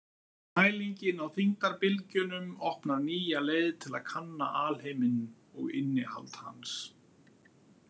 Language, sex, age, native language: Icelandic, male, 50-59, Icelandic